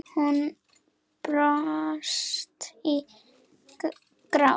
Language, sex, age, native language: Icelandic, female, 10, Icelandic